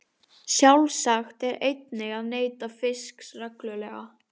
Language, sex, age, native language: Icelandic, female, 18-19, Icelandic